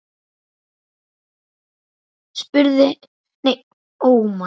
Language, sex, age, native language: Icelandic, male, 9, Icelandic